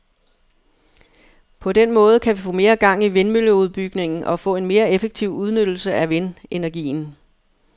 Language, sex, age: Danish, female, 59